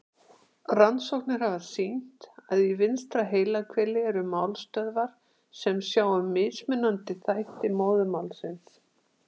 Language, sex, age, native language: Icelandic, female, 60-69, Icelandic